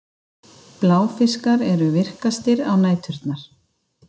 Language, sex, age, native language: Icelandic, female, 50-59, Icelandic